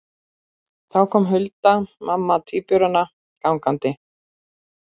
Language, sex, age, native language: Icelandic, female, 40-49, Icelandic